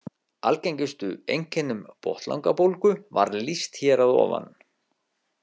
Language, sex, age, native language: Icelandic, male, 50-59, Icelandic